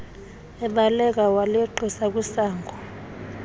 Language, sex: Xhosa, male